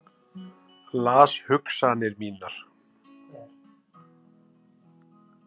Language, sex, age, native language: Icelandic, male, 50-59, Icelandic